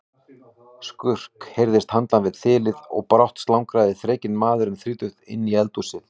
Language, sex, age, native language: Icelandic, male, 18-19, Icelandic